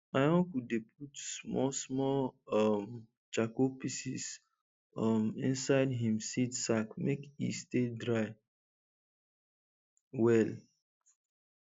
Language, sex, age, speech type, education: Nigerian Pidgin, male, 15-29, spontaneous, tertiary